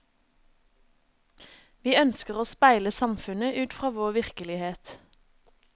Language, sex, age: Norwegian, female, 27